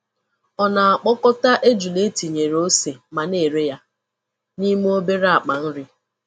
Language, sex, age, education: Igbo, female, 30-45, tertiary